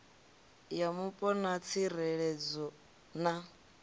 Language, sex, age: Venda, female, 25